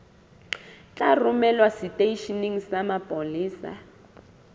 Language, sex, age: Southern Sotho, female, 27